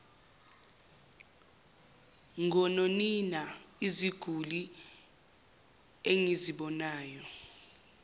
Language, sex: Zulu, male